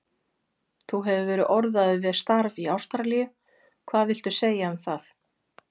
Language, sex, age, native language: Icelandic, female, 40-49, Icelandic